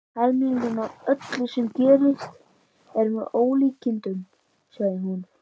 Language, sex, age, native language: Icelandic, male, 11, Icelandic